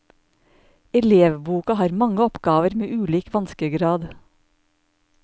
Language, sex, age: Norwegian, male, 54